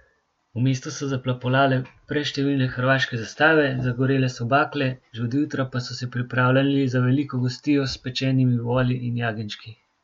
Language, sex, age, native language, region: Slovenian, male, 18-29, Slovenian, Gorenjska region